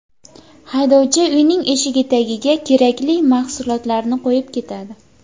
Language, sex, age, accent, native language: Uzbek, female, 19-29, Andijon, Uzbek